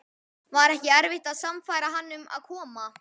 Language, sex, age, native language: Icelandic, male, 12, Icelandic